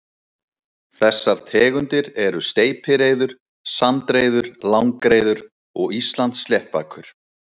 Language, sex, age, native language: Icelandic, male, 30-39, Icelandic